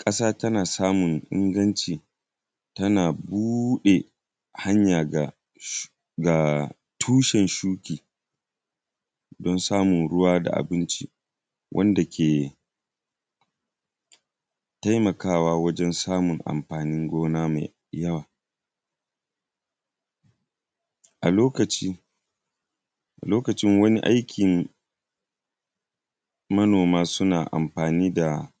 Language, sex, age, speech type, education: Hausa, male, 15-29, spontaneous, primary